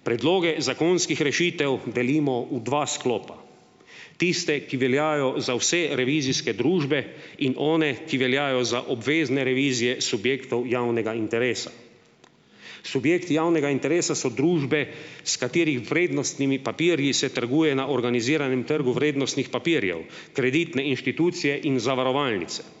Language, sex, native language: Slovenian, male, Slovenian